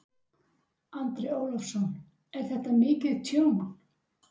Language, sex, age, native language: Icelandic, female, 60-69, Icelandic